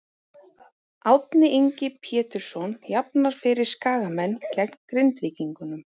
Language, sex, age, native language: Icelandic, female, 30-39, Icelandic